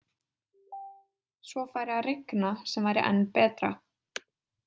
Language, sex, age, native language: Icelandic, female, 20-29, Icelandic